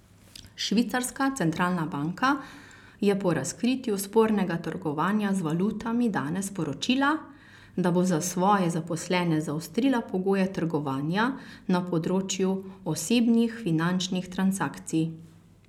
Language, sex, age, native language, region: Slovenian, female, 30-49, Slovenian, Carinthia region